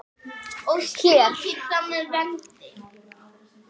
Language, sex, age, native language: Icelandic, female, 8, Icelandic